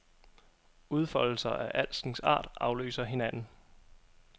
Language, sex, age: Danish, male, 27